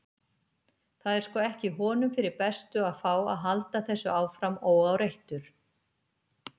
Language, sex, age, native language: Icelandic, female, 50-59, Icelandic